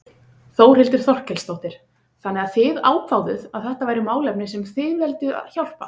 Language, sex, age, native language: Icelandic, female, 20-29, Icelandic